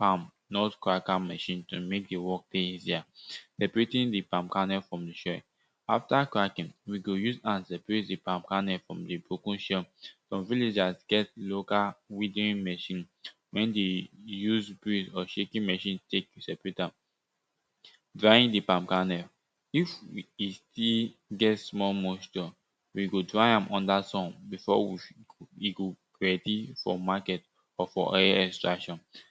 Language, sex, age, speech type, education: Nigerian Pidgin, male, 15-29, spontaneous, tertiary